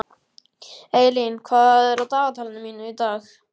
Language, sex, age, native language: Icelandic, male, 14, Icelandic